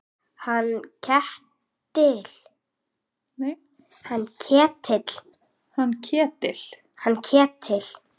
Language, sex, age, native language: Icelandic, female, 8, Icelandic